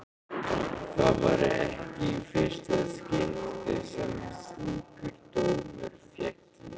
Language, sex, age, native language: Icelandic, male, 15, Icelandic